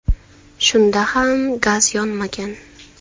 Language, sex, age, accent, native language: Uzbek, female, 19-29, Farg'ona, Uzbek